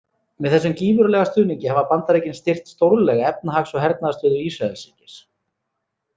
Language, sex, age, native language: Icelandic, male, 30-39, Icelandic